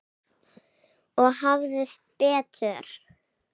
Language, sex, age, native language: Icelandic, female, 8, Icelandic